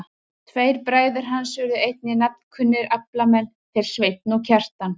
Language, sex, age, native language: Icelandic, female, 30-39, Icelandic